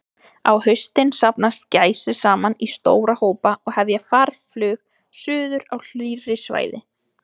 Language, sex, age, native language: Icelandic, female, 20-29, Icelandic